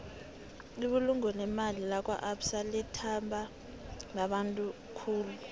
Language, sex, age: South Ndebele, female, 18